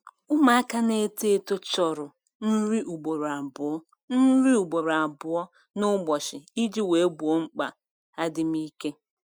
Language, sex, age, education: Igbo, female, 30-45, tertiary